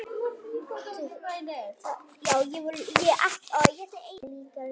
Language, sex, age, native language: Icelandic, male, 9, Icelandic